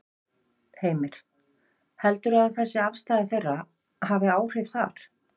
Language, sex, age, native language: Icelandic, female, 50-59, Icelandic